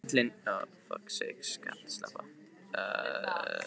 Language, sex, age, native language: Icelandic, male, 15, Icelandic